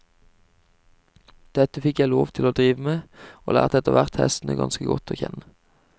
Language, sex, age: Norwegian, male, 25